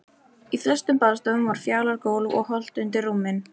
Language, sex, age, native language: Icelandic, female, 13, Icelandic